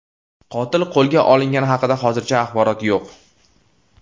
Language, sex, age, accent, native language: Uzbek, male, 18-24, Toshkent viloyati, Uzbek